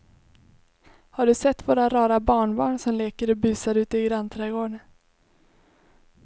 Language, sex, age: Swedish, female, 21